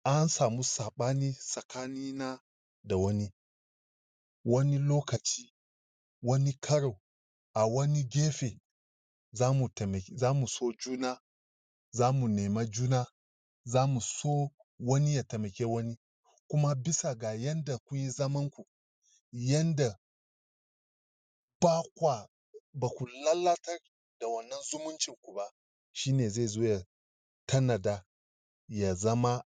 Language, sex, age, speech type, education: Hausa, male, 30-45, spontaneous, tertiary